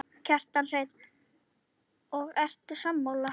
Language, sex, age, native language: Icelandic, female, 10, Icelandic